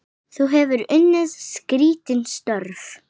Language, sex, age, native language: Icelandic, female, 8, Icelandic